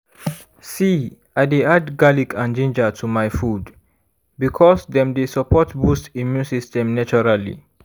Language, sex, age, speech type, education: Nigerian Pidgin, male, 15-29, spontaneous, tertiary